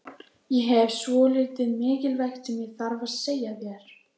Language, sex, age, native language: Icelandic, female, 14, Icelandic